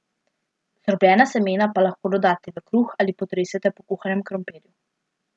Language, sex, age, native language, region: Slovenian, female, 12-17, Slovenian, Central Slovenia